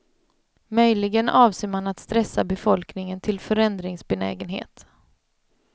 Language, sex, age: Swedish, female, 31